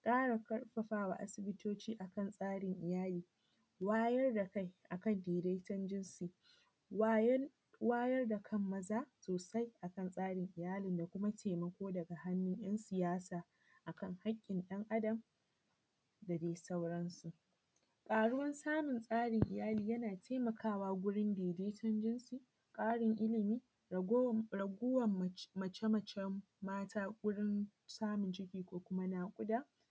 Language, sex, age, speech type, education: Hausa, female, 15-29, spontaneous, tertiary